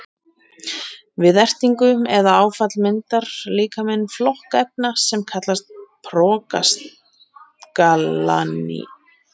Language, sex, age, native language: Icelandic, female, 30-39, Icelandic